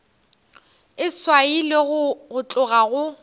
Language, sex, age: Northern Sotho, female, 18